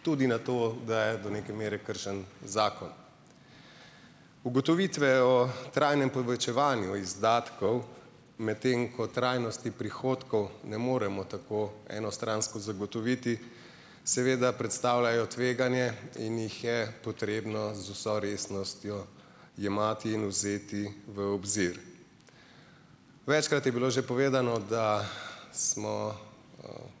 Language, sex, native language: Slovenian, male, Slovenian